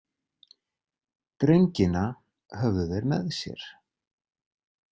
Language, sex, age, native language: Icelandic, male, 40-49, Icelandic